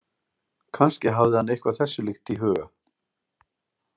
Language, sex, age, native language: Icelandic, male, 40-49, Icelandic